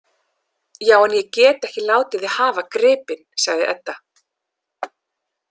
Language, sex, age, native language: Icelandic, female, 30-39, English